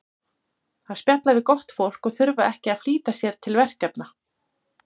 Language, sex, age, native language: Icelandic, female, 40-49, Icelandic